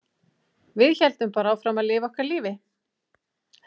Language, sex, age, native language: Icelandic, female, 40-49, Icelandic